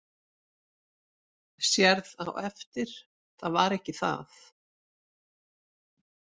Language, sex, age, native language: Icelandic, female, 60-69, Icelandic